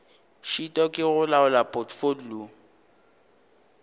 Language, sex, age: Northern Sotho, male, 19